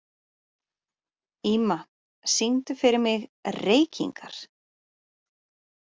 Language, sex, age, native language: Icelandic, female, 30-39, Icelandic